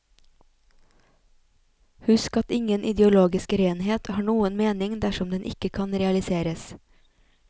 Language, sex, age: Norwegian, female, 28